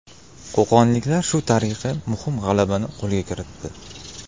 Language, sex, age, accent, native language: Uzbek, male, 18-24, Namangan, Uzbek